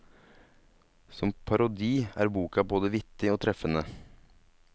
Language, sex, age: Norwegian, male, 27